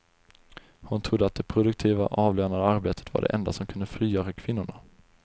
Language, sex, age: Swedish, male, 20